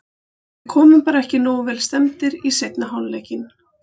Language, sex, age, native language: Icelandic, female, 40-49, Icelandic